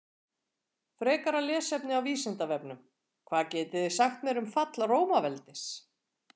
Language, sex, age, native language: Icelandic, female, 40-49, Icelandic